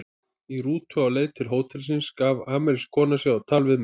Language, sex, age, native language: Icelandic, male, 30-39, Icelandic